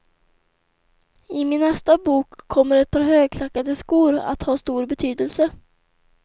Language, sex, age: Swedish, female, 24